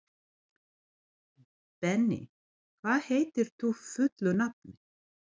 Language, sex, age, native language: Icelandic, female, 40-49, Serbo-Croatian